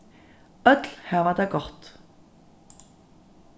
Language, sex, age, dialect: Faroese, female, 36-60, Norðurstreymoy/Eysturoy